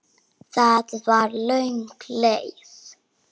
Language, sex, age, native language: Icelandic, female, 6, Icelandic